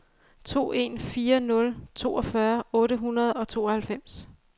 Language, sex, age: Danish, female, 35